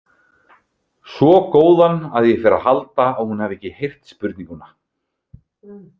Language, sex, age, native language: Icelandic, male, 30-39, Icelandic